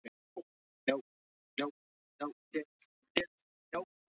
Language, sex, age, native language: Icelandic, male, 20-29, English